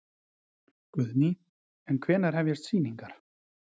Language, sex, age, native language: Icelandic, male, 40-49, Icelandic